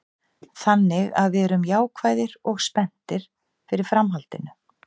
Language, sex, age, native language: Icelandic, female, 50-59, Icelandic